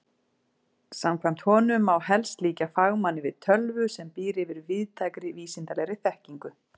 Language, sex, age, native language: Icelandic, female, 40-49, Icelandic